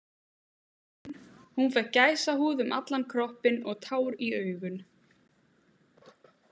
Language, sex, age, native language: Icelandic, female, 18-19, Icelandic